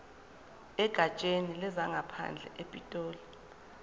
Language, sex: Zulu, female